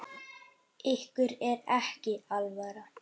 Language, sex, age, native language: Icelandic, male, 9, Icelandic